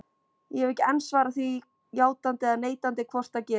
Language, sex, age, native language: Icelandic, female, 20-29, Icelandic